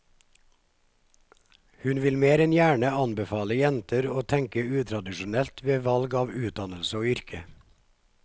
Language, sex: Norwegian, male